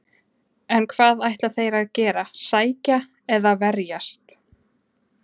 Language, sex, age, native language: Icelandic, female, 20-29, Icelandic